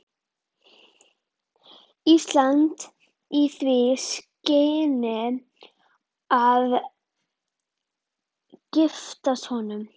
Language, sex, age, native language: Icelandic, female, 11, Icelandic